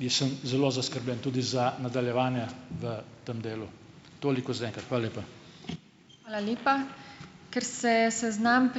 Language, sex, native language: Slovenian, male, Slovenian